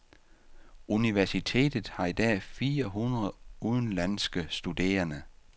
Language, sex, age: Danish, male, 48